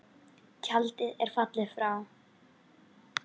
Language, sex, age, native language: Icelandic, female, 10, Icelandic